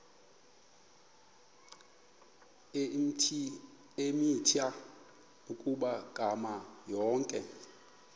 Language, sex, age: Xhosa, male, 24